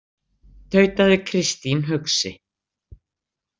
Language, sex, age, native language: Icelandic, female, 60-69, Icelandic